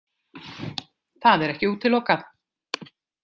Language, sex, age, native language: Icelandic, female, 50-59, Icelandic